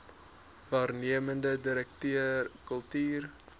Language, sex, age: Afrikaans, male, 23